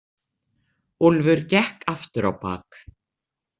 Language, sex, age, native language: Icelandic, female, 60-69, Icelandic